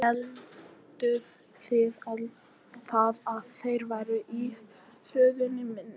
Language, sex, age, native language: Icelandic, female, 14, Icelandic